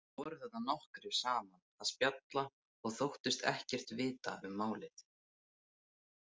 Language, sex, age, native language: Icelandic, male, 18-19, Icelandic